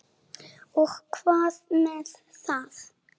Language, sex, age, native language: Icelandic, female, 7, Icelandic